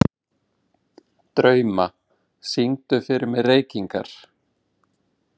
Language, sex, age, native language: Icelandic, male, 20-29, Icelandic